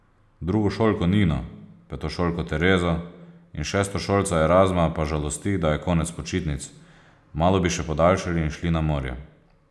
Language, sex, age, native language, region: Slovenian, male, 30-49, Slovenian, Posavska region